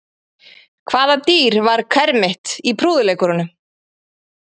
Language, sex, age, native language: Icelandic, female, 30-39, Icelandic